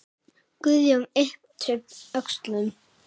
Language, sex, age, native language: Icelandic, male, 7, Icelandic